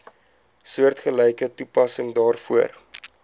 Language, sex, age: Afrikaans, male, 20